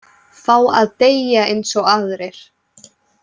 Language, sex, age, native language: Icelandic, female, 18-19, Icelandic